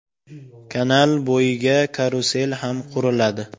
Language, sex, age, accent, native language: Uzbek, male, 18-24, Andijon, Uzbek